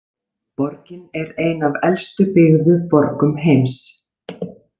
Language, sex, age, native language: Icelandic, female, 40-49, Icelandic